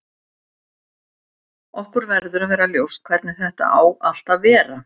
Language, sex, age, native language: Icelandic, female, 70-79, Icelandic